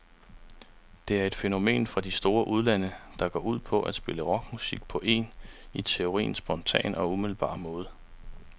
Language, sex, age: Danish, male, 35